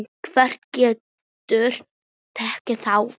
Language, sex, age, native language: Icelandic, female, 7, Icelandic